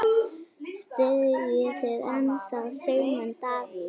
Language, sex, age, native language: Icelandic, female, 9, Icelandic